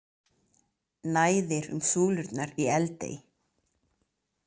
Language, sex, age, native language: Icelandic, female, 30-39, Icelandic